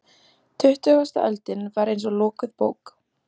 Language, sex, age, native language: Icelandic, female, 14, Icelandic